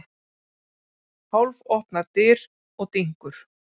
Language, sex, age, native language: Icelandic, female, 40-49, Icelandic